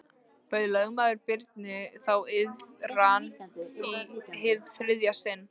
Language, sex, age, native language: Icelandic, female, 13, Icelandic